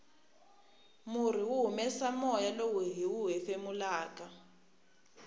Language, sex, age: Tsonga, female, 24